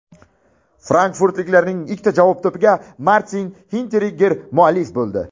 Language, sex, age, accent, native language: Uzbek, male, 19-29, Buxoro, Uzbek